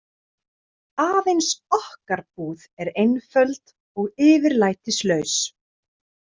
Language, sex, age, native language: Icelandic, female, 30-39, Icelandic